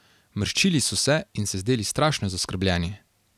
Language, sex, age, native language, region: Slovenian, male, 18-29, Slovenian, Carinthia region